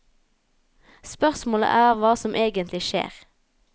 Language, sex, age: Norwegian, female, 19